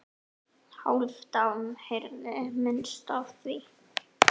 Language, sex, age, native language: Icelandic, female, 10, Icelandic